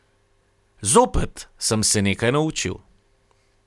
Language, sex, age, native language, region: Slovenian, male, 30-49, Slovenian, Carinthia region